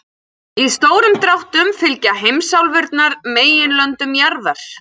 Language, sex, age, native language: Icelandic, female, 40-49, Icelandic